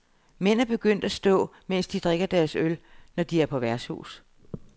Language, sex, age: Danish, female, 60